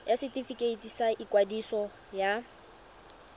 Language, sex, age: Tswana, female, 20